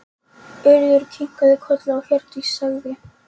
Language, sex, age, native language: Icelandic, female, 13, Polish